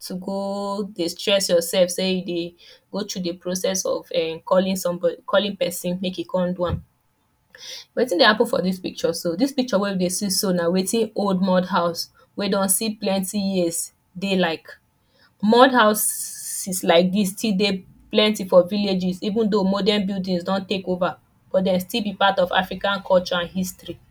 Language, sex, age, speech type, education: Nigerian Pidgin, female, 15-29, spontaneous, tertiary